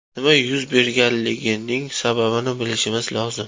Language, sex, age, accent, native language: Uzbek, male, 25-34, Toshkent shahri, Uzbek